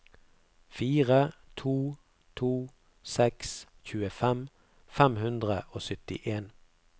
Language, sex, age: Norwegian, male, 48